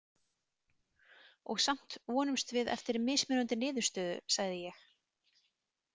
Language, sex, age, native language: Icelandic, female, 30-39, Icelandic